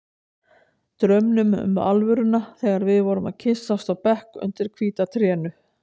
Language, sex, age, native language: Icelandic, female, 60-69, Icelandic